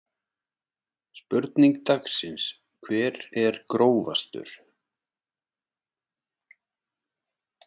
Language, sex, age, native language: Icelandic, male, 40-49, Icelandic